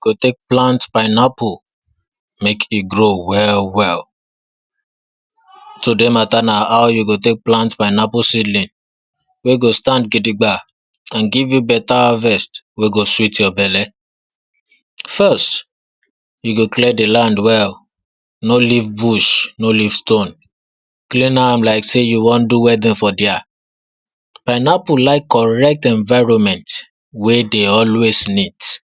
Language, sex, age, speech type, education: Nigerian Pidgin, male, 46-60, spontaneous, tertiary